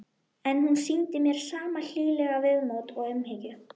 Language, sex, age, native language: Icelandic, female, 12, Icelandic